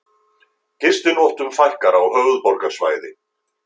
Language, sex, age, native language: Icelandic, male, 50-59, Icelandic